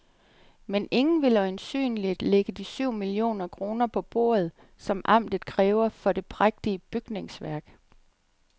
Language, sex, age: Danish, female, 37